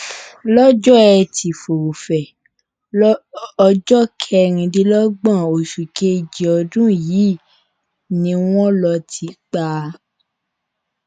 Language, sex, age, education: Yoruba, female, 15-29, tertiary